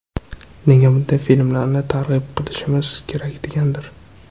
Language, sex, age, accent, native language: Uzbek, male, 18-24, Qashqadaryo, Uzbek